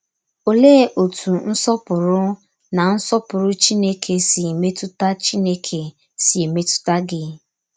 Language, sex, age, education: Igbo, female, 15-29, tertiary